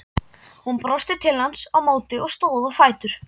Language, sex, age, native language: Icelandic, male, 12, Icelandic